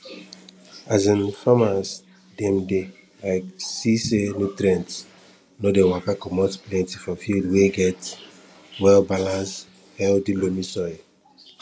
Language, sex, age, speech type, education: Nigerian Pidgin, female, 15-29, spontaneous, tertiary